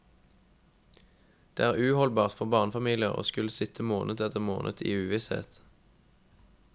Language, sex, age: Norwegian, male, 21